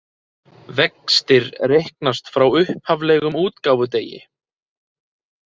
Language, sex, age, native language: Icelandic, male, 30-39, Icelandic